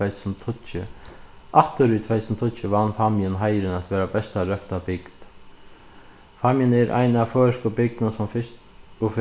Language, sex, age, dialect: Faroese, male, 36-60, Suðuroy